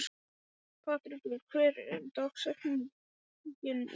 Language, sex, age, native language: Icelandic, male, 12, Icelandic